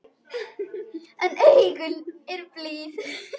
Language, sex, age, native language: Icelandic, female, 10, Icelandic